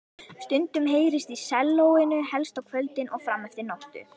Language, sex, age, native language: Icelandic, female, 11, Icelandic